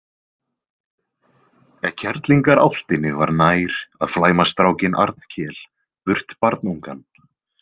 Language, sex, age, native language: Icelandic, male, 20-29, Icelandic